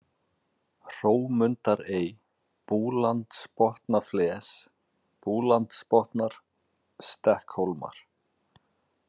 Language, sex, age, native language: Icelandic, male, 40-49, Icelandic